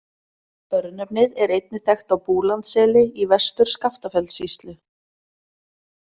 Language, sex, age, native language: Icelandic, female, 30-39, Icelandic